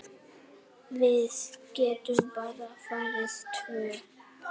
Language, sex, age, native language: Icelandic, male, 8, Icelandic